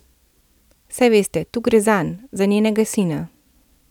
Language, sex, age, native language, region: Slovenian, female, 30-49, Slovenian, Central Slovenia